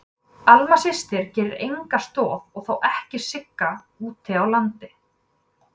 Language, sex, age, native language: Icelandic, female, 20-29, Icelandic